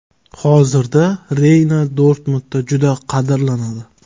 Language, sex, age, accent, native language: Uzbek, male, 19-29, Jizzax, Uzbek